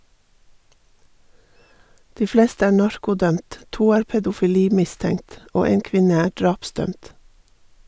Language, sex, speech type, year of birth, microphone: Norwegian, female, read, 1958, Sennheiser